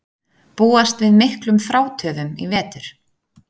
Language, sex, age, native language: Icelandic, female, 30-39, Icelandic